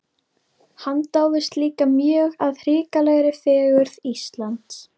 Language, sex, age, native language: Icelandic, female, 12, Icelandic